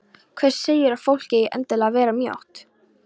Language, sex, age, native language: Icelandic, female, 13, Polish